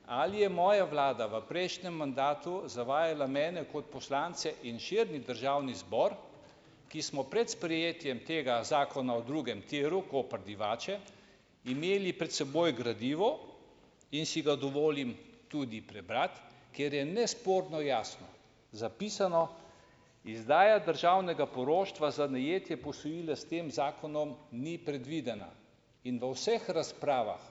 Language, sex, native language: Slovenian, male, Slovenian